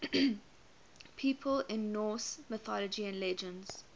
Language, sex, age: English, female, 21